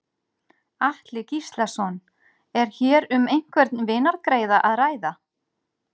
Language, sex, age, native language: Icelandic, female, 40-49, Icelandic